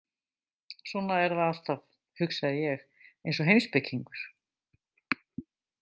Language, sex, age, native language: Icelandic, female, 50-59, Icelandic